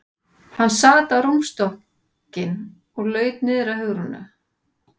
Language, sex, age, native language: Icelandic, female, 40-49, Icelandic